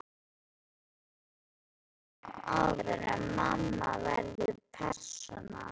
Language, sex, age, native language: Icelandic, male, 12, Icelandic